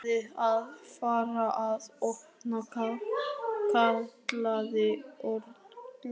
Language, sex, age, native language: Icelandic, male, 13, Icelandic